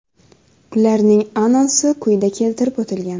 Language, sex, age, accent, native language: Uzbek, female, 19-29, Xorazm, Uzbek